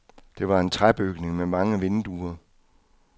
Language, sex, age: Danish, male, 66